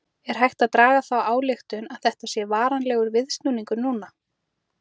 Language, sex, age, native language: Icelandic, female, 30-39, Icelandic